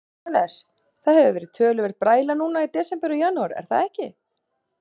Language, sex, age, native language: Icelandic, female, 40-49, Icelandic